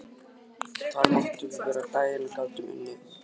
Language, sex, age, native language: Icelandic, male, 18-19, Icelandic